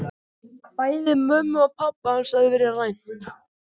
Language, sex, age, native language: Icelandic, male, 14, Icelandic